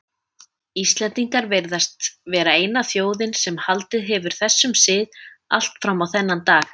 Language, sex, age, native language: Icelandic, female, 30-39, Icelandic